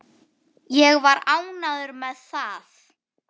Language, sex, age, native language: Icelandic, female, 9, Icelandic